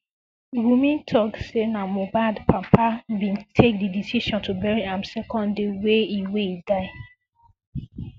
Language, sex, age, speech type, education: Nigerian Pidgin, female, 15-29, spontaneous, secondary